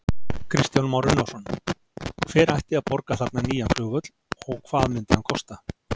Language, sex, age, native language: Icelandic, male, 40-49, Icelandic